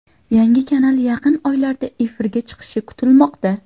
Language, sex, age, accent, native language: Uzbek, female, 18-24, Qashqadaryo, Uzbek